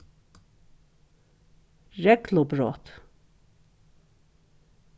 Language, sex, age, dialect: Faroese, female, 61+, Norðuroyggjar